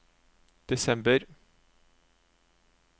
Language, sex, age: Norwegian, male, 36